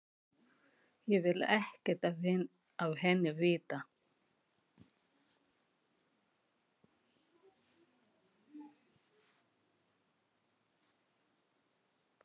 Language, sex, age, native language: Icelandic, female, 40-49, Filipino